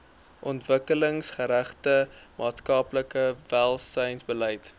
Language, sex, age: Afrikaans, male, 23